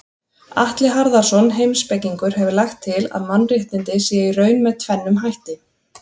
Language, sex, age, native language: Icelandic, female, 30-39, Icelandic